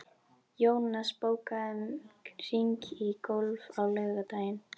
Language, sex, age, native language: Icelandic, female, 12, Icelandic